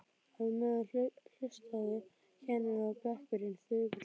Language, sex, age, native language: Icelandic, female, 12, Icelandic